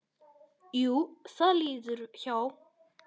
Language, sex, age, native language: Icelandic, male, 10, Icelandic